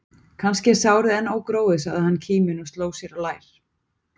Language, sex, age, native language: Icelandic, female, 40-49, Icelandic